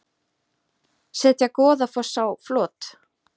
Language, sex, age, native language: Icelandic, female, 30-39, Icelandic